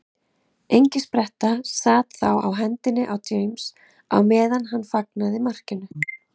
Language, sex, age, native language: Icelandic, female, 30-39, Icelandic